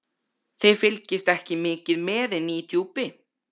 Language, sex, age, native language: Icelandic, male, 13, Icelandic